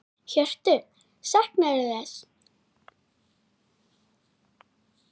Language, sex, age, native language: Icelandic, female, 9, Icelandic